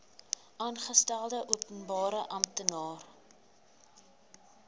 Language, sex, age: Afrikaans, female, 19